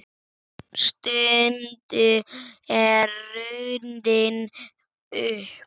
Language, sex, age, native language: Icelandic, male, 6, Icelandic